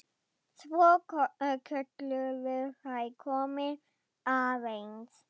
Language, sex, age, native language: Icelandic, female, 10, German